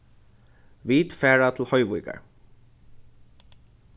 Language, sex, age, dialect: Faroese, male, 15-35, Norðurstreymoy/Eysturoy